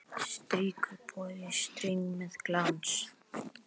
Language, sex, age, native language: Icelandic, male, 10, Icelandic